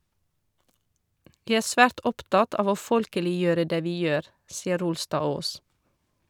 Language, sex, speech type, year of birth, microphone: Norwegian, female, read, 1978, Shure